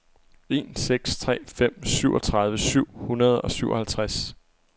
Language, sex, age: Danish, male, 23